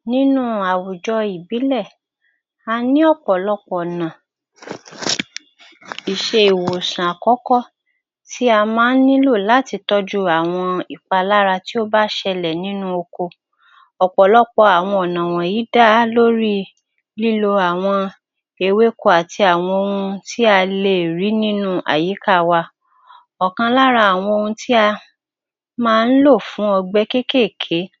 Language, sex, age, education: Yoruba, female, 46-60, tertiary